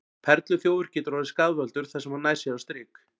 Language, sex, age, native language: Icelandic, male, 40-49, Icelandic